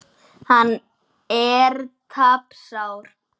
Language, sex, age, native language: Icelandic, male, 9, Icelandic